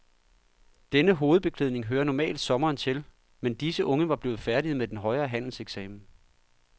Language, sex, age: Danish, male, 39